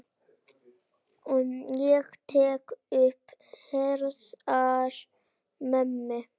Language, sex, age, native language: Icelandic, female, 9, Icelandic